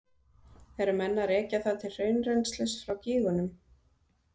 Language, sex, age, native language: Icelandic, female, 30-39, Icelandic